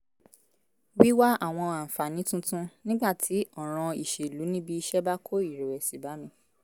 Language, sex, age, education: Yoruba, female, 15-29, tertiary